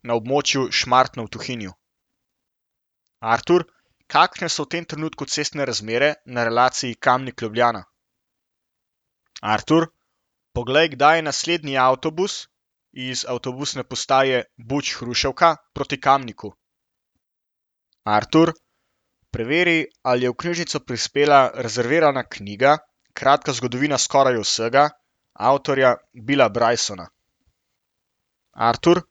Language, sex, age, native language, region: Slovenian, male, 18-29, Slovenian, Central Slovenia